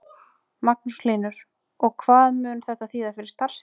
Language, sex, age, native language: Icelandic, female, 30-39, Icelandic